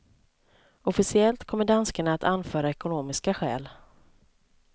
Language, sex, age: Swedish, female, 29